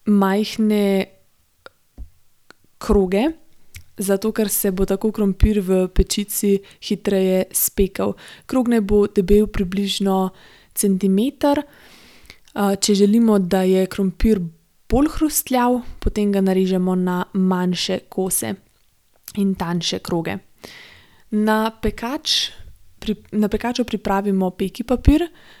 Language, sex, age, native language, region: Slovenian, female, 18-29, Slovenian, Gorenjska region